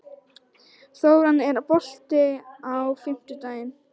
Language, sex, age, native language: Icelandic, female, 18-19, Icelandic